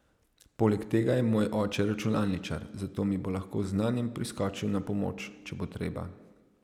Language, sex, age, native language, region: Slovenian, male, 30-49, Slovenian, Savinja region